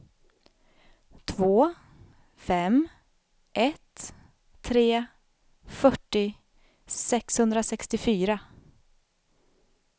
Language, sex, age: Swedish, female, 32